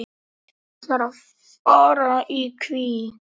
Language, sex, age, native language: Icelandic, male, 10, Icelandic